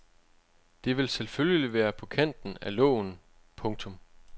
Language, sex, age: Danish, male, 25